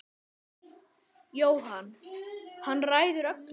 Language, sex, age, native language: Icelandic, male, 9, Icelandic